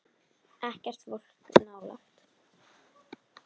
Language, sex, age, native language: Icelandic, female, 10, Icelandic